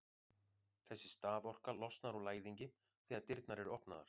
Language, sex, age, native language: Icelandic, male, 40-49, Icelandic